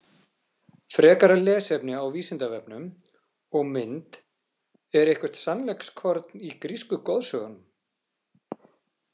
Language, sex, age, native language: Icelandic, male, 40-49, Icelandic